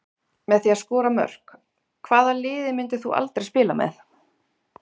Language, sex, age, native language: Icelandic, female, 30-39, Icelandic